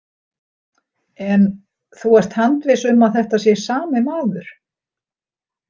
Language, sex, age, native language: Icelandic, female, 60-69, Icelandic